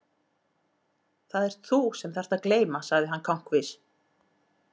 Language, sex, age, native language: Icelandic, female, 40-49, Icelandic